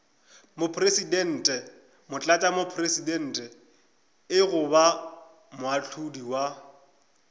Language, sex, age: Northern Sotho, male, 25